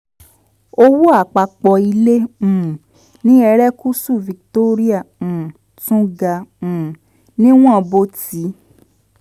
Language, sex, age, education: Yoruba, female, 15-29, tertiary